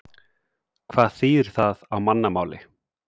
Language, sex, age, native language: Icelandic, male, 30-39, Icelandic